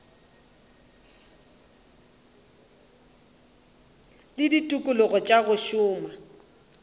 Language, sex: Northern Sotho, female